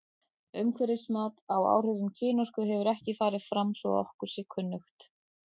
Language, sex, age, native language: Icelandic, female, 40-49, Icelandic